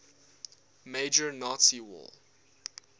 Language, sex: English, male